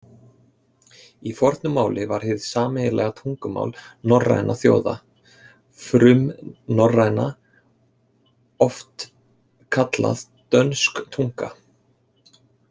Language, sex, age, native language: Icelandic, male, 30-39, Icelandic